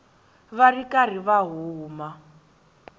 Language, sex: Tsonga, female